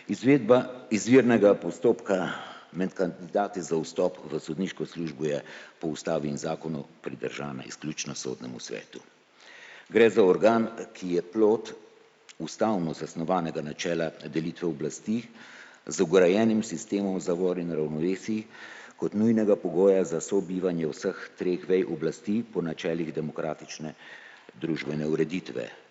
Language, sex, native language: Slovenian, male, Slovenian